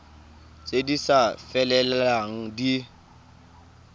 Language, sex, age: Tswana, male, 19